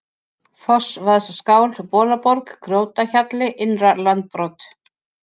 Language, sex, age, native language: Icelandic, female, 50-59, Icelandic